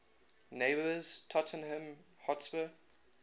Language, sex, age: English, male, 19